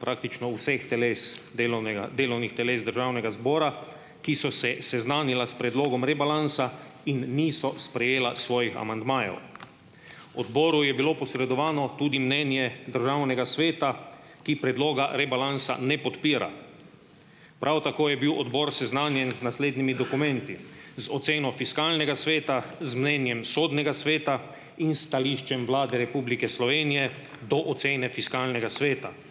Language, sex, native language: Slovenian, male, Slovenian